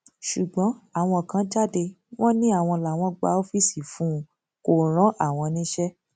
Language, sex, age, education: Yoruba, female, 15-29, tertiary